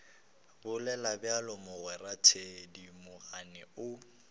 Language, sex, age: Northern Sotho, male, 19